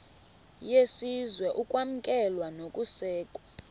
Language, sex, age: Xhosa, female, 24